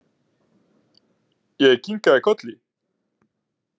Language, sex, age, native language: Icelandic, male, 30-39, Icelandic